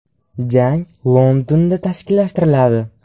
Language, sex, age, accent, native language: Uzbek, male, 12-17, Surxondaryo, Uzbek